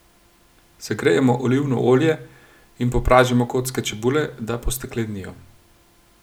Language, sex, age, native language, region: Slovenian, male, 30-49, Slovenian, Gorenjska region